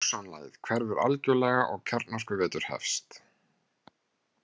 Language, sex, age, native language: Icelandic, male, 30-39, Icelandic